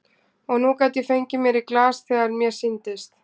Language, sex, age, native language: Icelandic, female, 20-29, Icelandic